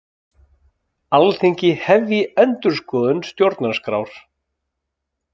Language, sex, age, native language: Icelandic, male, 30-39, Icelandic